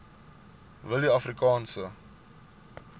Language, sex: Afrikaans, male